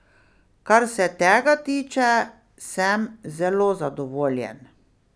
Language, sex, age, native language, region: Slovenian, female, 60+, Slovenian, Pomurje region